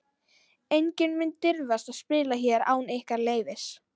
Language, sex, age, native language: Icelandic, female, 12, Icelandic